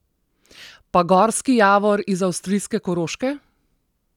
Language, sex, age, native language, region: Slovenian, female, 30-49, Slovenian, Southeast Slovenia